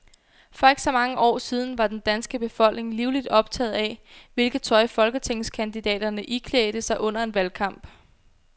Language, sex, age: Danish, female, 22